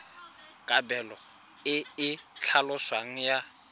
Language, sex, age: Tswana, male, 24